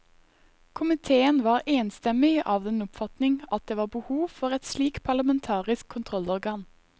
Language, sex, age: Norwegian, female, 21